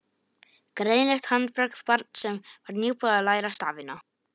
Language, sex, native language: Icelandic, male, Polish